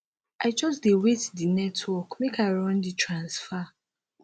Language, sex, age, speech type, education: Nigerian Pidgin, female, 15-29, spontaneous, tertiary